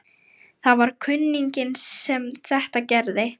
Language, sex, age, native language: Icelandic, female, 18-19, Lithuanian